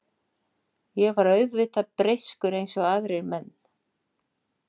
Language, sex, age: Icelandic, female, 60-69